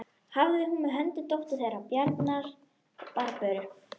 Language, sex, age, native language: Icelandic, female, 12, Icelandic